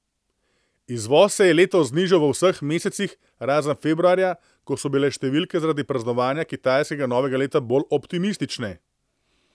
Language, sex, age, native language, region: Slovenian, male, 30-49, Slovenian, Central Slovenia